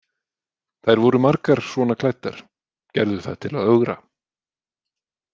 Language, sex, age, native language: Icelandic, male, 20-29, Icelandic